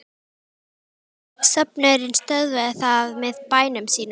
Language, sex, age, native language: Icelandic, female, 12, Icelandic